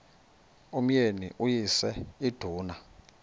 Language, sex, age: Xhosa, male, 21